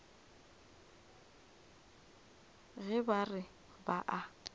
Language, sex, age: Northern Sotho, female, 24